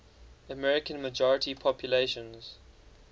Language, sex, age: English, male, 19